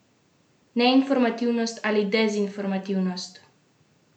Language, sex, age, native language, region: Slovenian, female, 18-29, Slovenian, Central Slovenia